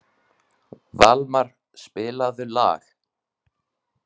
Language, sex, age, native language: Icelandic, male, 20-29, Icelandic